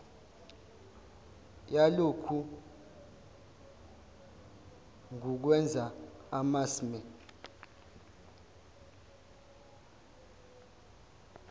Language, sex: Zulu, male